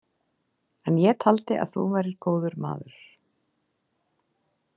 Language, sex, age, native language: Icelandic, female, 40-49, Icelandic